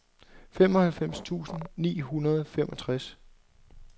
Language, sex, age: Danish, male, 26